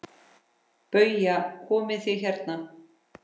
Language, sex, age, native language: Icelandic, female, 10, Icelandic